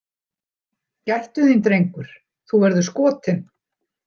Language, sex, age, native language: Icelandic, female, 60-69, Icelandic